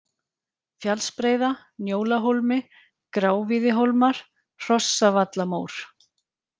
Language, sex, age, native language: Icelandic, female, 40-49, Icelandic